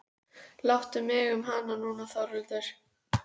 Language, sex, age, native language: Icelandic, female, 12, Icelandic